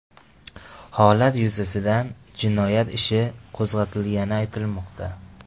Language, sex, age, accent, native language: Uzbek, male, 18-24, Farg'ona, Tajik